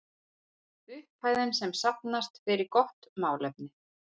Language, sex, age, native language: Icelandic, female, 40-49, Icelandic